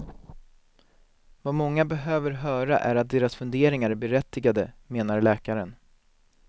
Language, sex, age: Swedish, male, 19